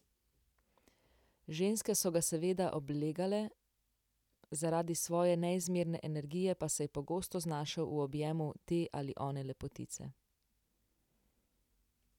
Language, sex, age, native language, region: Slovenian, female, 18-29, Slovenian, Central Slovenia